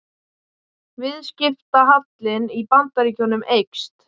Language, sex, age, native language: Icelandic, male, 18-19, Icelandic